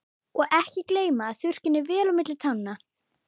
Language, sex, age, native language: Icelandic, female, 11, Icelandic